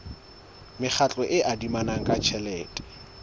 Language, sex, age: Southern Sotho, male, 22